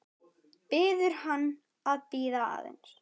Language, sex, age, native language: Icelandic, male, 9, Icelandic